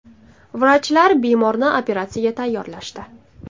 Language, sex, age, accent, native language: Uzbek, female, 19-29, Samarqand, Uzbek